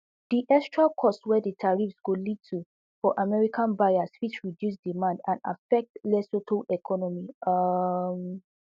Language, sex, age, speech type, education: Nigerian Pidgin, female, 15-29, spontaneous, tertiary